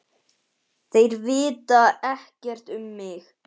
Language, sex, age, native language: Icelandic, male, 10, Icelandic